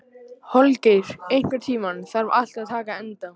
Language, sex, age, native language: Icelandic, male, 18-19, Icelandic